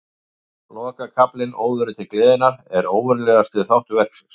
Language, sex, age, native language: Icelandic, male, 50-59, Icelandic